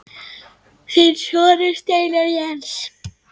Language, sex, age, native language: Icelandic, female, 7, Icelandic